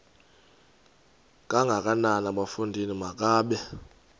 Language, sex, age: Xhosa, male, 32